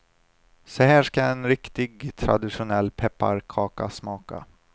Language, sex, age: Swedish, male, 25